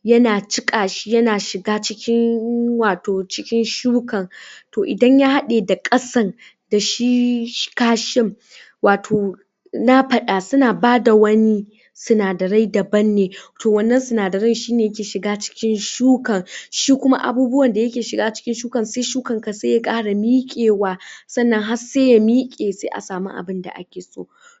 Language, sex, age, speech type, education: Hausa, female, 60+, spontaneous, tertiary